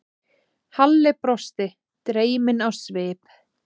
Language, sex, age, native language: Icelandic, female, 20-29, Icelandic